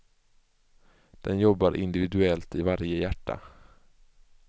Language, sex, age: Swedish, male, 24